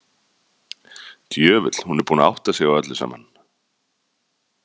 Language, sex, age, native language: Icelandic, male, 30-39, Icelandic